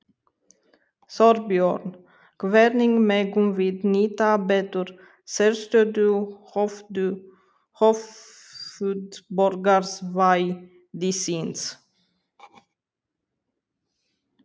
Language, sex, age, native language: Icelandic, female, 30-39, Romanian